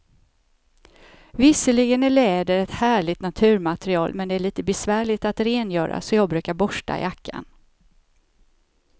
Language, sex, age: Swedish, female, 54